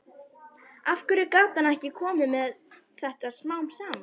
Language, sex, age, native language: Icelandic, female, 11, Icelandic